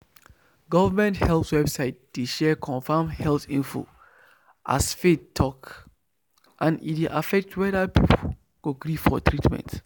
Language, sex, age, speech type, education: Nigerian Pidgin, male, 15-29, spontaneous, tertiary